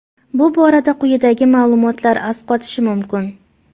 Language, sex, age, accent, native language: Uzbek, female, 25-34, Farg'ona, Uzbek